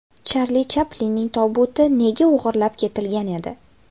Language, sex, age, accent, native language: Uzbek, female, 18-24, Toshkent viloyati, Uzbek